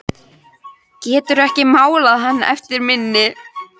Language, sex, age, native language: Icelandic, female, 13, Icelandic